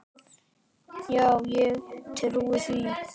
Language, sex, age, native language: Icelandic, male, 10, Icelandic